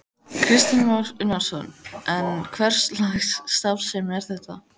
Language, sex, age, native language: Icelandic, female, 14, Icelandic